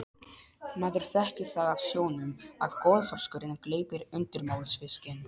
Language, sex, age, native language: Icelandic, male, 12, Polish